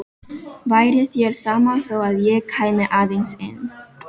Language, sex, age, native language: Icelandic, female, 12, Filipino